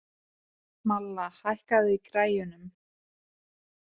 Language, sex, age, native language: Icelandic, female, 20-29, Icelandic